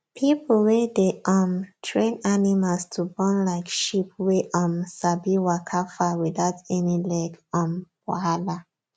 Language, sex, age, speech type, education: Nigerian Pidgin, female, 15-29, spontaneous, tertiary